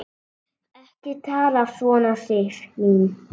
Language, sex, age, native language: Icelandic, female, 7, Icelandic